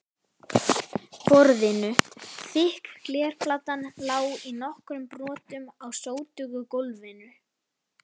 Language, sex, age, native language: Icelandic, female, 11, Icelandic